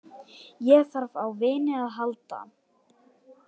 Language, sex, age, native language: Icelandic, male, 18-19, Icelandic